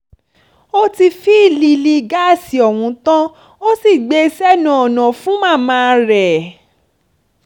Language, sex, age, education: Yoruba, female, 15-29, tertiary